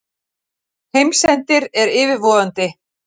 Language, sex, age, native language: Icelandic, female, 40-49, Icelandic